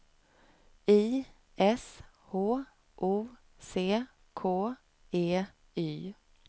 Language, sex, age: Swedish, female, 37